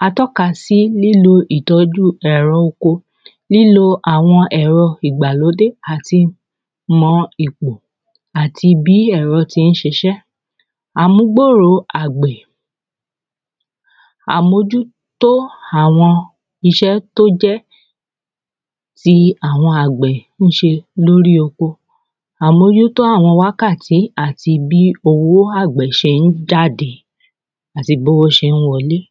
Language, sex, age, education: Yoruba, female, 30-45, secondary